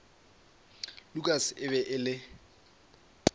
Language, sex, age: Northern Sotho, male, 22